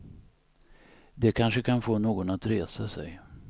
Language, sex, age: Swedish, male, 59